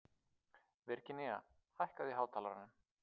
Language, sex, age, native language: Icelandic, male, 30-39, Icelandic